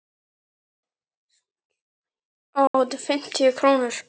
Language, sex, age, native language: Icelandic, male, 9, Icelandic